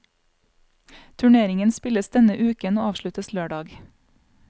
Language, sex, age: Norwegian, female, 35